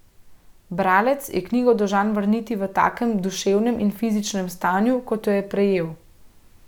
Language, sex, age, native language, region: Slovenian, female, 30-49, Slovenian, Central Slovenia